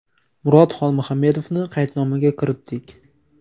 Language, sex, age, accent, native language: Uzbek, male, 18-24, Toshkent viloyati, Uzbek